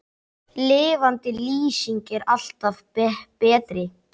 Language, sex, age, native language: Icelandic, male, 10, Icelandic